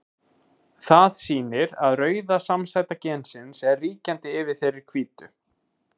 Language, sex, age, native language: Icelandic, male, 20-29, Icelandic